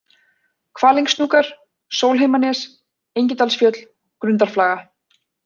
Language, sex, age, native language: Icelandic, female, 20-29, Icelandic